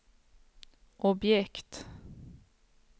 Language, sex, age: Swedish, female, 46